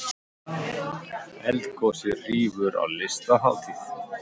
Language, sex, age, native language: Icelandic, male, 50-59, Icelandic